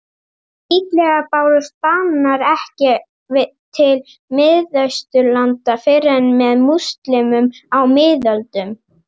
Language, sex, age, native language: Icelandic, female, 30-39, Icelandic